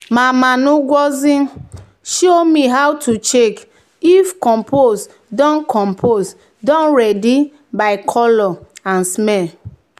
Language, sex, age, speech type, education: Nigerian Pidgin, male, 15-29, spontaneous, tertiary